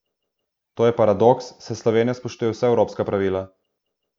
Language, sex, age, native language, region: Slovenian, male, 18-29, Slovenian, Southeast Slovenia